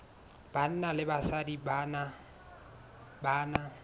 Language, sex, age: Southern Sotho, male, 22